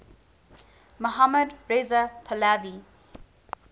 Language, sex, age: English, female, 19